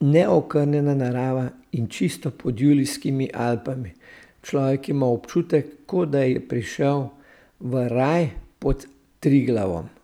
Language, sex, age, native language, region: Slovenian, male, 60+, Slovenian, Central Slovenia